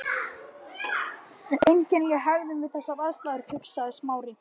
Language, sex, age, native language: Icelandic, male, 12, Icelandic